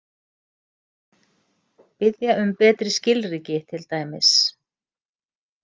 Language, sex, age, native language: Icelandic, female, 50-59, Icelandic